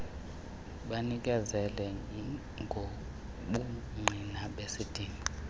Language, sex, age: Xhosa, male, 24